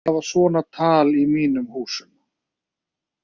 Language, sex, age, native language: Icelandic, male, 30-39, Icelandic